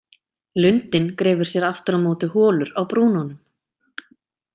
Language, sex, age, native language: Icelandic, female, 30-39, Icelandic